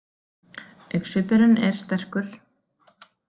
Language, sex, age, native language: Icelandic, female, 40-49, Icelandic